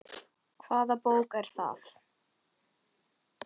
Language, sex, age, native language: Icelandic, female, 10, Icelandic